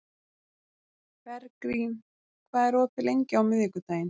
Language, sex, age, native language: Icelandic, female, 30-39, Icelandic